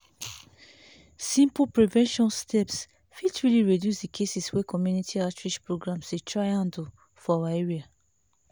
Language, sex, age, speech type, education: Nigerian Pidgin, female, 30-45, spontaneous, tertiary